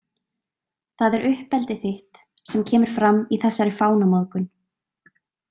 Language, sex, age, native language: Icelandic, female, 20-29, Icelandic